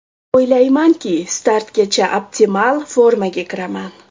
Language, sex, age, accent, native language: Uzbek, female, 25-34, Toshkent shahri, Uzbek